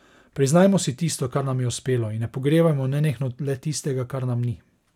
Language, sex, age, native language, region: Slovenian, male, 30-49, Slovenian, Savinja region